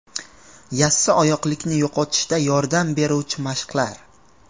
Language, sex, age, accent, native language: Uzbek, male, 18-24, Qashqadaryo, Uzbek